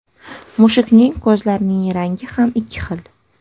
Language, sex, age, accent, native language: Uzbek, female, 25-34, Samarqand, Uzbek